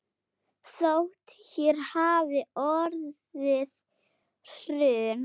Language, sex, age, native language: Icelandic, female, 8, Icelandic